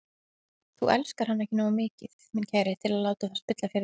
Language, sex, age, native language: Icelandic, female, 20-29, Icelandic